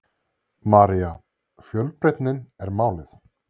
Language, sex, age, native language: Icelandic, male, 30-39, Icelandic